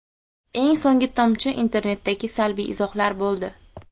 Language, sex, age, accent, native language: Uzbek, female, 18-24, Xorazm, Uzbek